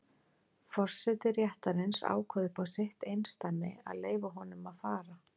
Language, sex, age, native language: Icelandic, female, 40-49, Icelandic